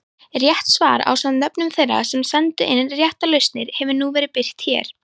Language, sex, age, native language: Icelandic, female, 18-19, Icelandic